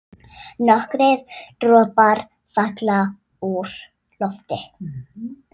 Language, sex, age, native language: Icelandic, female, 6, Icelandic